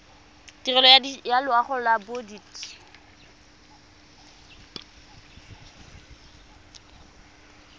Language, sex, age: Tswana, female, 25